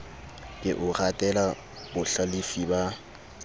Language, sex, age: Southern Sotho, male, 20